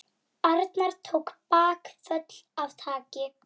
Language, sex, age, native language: Icelandic, female, 9, Icelandic